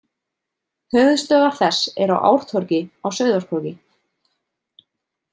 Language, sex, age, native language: Icelandic, female, 30-39, Icelandic